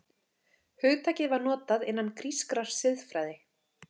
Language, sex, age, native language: Icelandic, female, 30-39, Icelandic